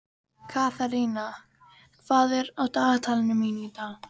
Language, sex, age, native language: Icelandic, female, 13, Icelandic